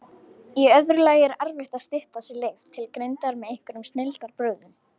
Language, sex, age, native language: Icelandic, female, 18-19, Icelandic